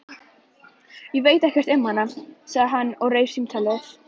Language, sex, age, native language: Icelandic, female, 11, Icelandic